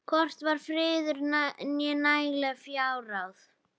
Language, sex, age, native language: Icelandic, female, 11, Icelandic